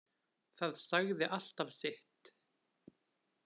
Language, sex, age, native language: Icelandic, male, 20-29, Icelandic